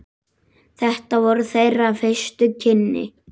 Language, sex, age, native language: Icelandic, male, 7, Icelandic